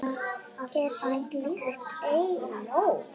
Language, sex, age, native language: Icelandic, female, 8, Icelandic